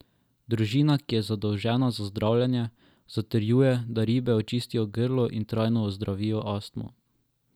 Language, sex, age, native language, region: Slovenian, male, 12-17, Slovenian, Drava region